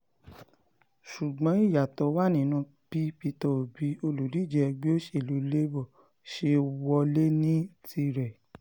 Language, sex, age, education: Yoruba, female, 15-29, tertiary